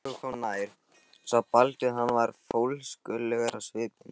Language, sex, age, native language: Icelandic, male, 18-19, Icelandic